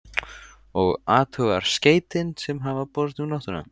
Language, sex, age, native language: Icelandic, male, 14, Icelandic